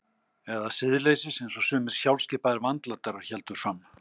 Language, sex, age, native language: Icelandic, male, 60-69, Icelandic